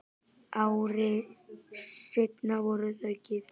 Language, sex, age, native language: Icelandic, male, 9, Icelandic